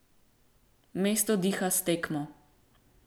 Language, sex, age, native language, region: Slovenian, female, 18-29, Slovenian, Central Slovenia